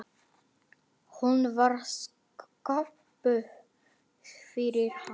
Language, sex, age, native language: Icelandic, male, 9, Icelandic